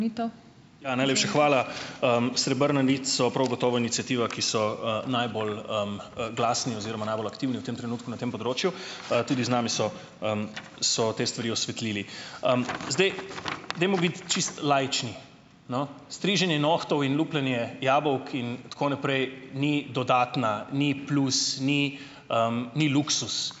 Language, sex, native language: Slovenian, male, Slovenian